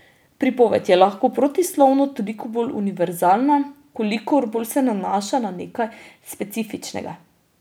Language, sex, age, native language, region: Slovenian, female, 30-49, Slovenian, Drava region